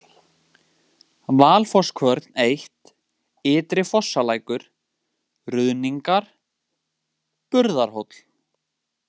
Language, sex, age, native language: Icelandic, male, 18-19, Icelandic